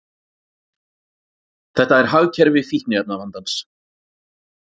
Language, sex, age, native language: Icelandic, male, 40-49, Icelandic